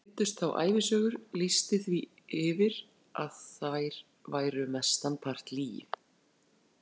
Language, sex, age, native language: Icelandic, female, 40-49, Icelandic